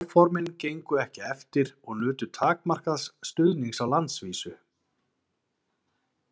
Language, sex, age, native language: Icelandic, male, 40-49, Icelandic